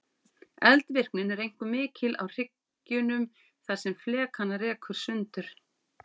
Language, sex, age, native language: Icelandic, female, 40-49, Icelandic